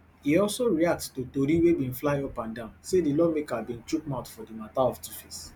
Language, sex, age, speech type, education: Nigerian Pidgin, male, 15-29, spontaneous, tertiary